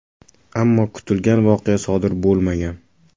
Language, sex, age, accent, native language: Uzbek, male, 18-24, Toshkent viloyati, Uzbek